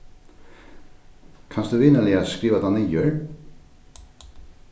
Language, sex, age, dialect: Faroese, male, 36-60, Norðurstreymoy/Eysturoy